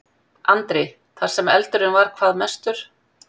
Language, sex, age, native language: Icelandic, female, 50-59, Icelandic